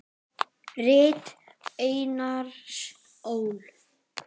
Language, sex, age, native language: Icelandic, male, 10, Icelandic